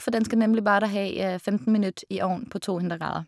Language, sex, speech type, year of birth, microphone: Norwegian, female, spontaneous, 1985, Shure